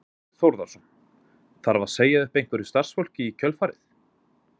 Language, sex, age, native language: Icelandic, male, 20-29, Icelandic